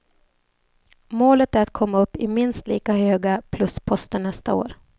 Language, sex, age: Swedish, female, 28